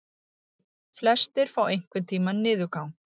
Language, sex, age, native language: Icelandic, female, 40-49, Icelandic